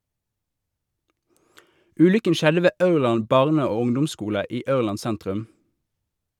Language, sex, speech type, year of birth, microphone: Norwegian, male, read, 1988, Shure